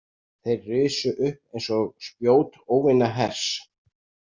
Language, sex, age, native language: Icelandic, male, 60-69, Icelandic